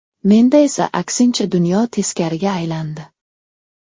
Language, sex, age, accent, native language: Uzbek, male, 12-17, Namangan, Uzbek